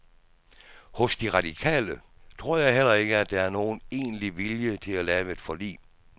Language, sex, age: Danish, male, 66